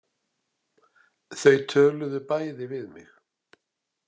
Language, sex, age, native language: Icelandic, male, 60-69, Icelandic